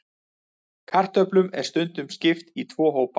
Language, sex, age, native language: Icelandic, male, 30-39, Icelandic